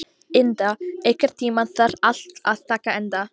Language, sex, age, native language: Icelandic, female, 18-19, Icelandic